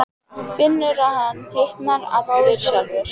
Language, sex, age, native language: Icelandic, female, 15, Icelandic